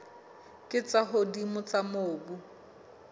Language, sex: Southern Sotho, female